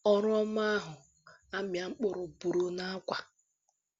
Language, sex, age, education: Igbo, female, 15-29, tertiary